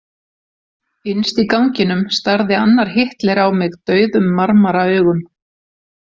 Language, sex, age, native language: Icelandic, female, 40-49, Icelandic